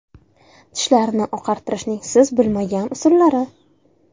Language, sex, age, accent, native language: Uzbek, female, 19-29, Toshkent shahri, Uzbek